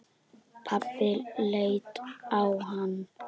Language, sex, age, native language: Icelandic, female, 10, Icelandic